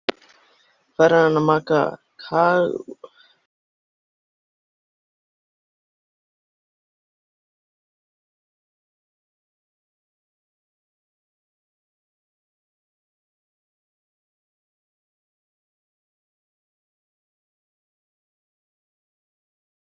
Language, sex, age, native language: Icelandic, male, 13, Icelandic